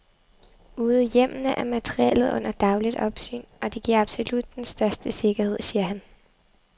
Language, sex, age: Danish, female, 23